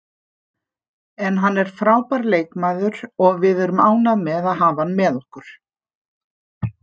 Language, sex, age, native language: Icelandic, female, 50-59, Icelandic